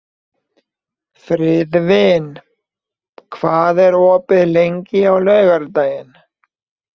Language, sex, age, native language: Icelandic, male, 20-29, Icelandic